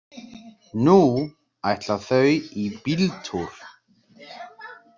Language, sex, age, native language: Icelandic, male, 30-39, Icelandic